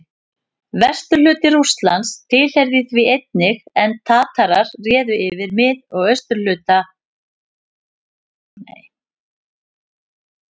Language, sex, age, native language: Icelandic, female, 50-59, Icelandic